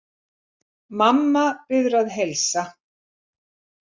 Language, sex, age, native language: Icelandic, female, 70-79, Icelandic